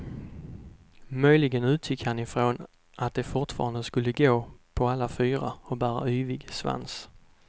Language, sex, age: Swedish, male, 32